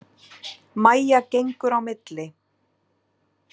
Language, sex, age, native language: Icelandic, female, 30-39, Icelandic